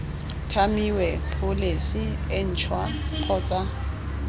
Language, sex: Tswana, female